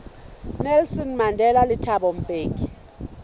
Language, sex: Southern Sotho, female